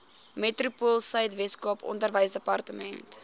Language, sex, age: Afrikaans, female, 21